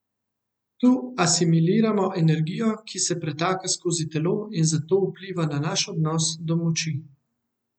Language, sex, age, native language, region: Slovenian, male, 18-29, Slovenian, Central Slovenia